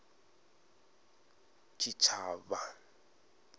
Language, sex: Venda, male